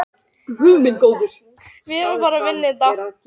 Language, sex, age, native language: Icelandic, female, 18-19, Icelandic